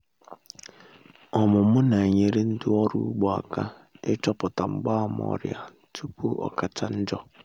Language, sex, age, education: Igbo, male, 15-29, secondary